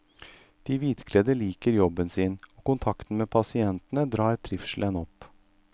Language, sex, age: Norwegian, male, 38